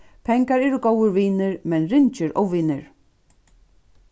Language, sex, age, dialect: Faroese, female, 36-60, Suðurstreymoy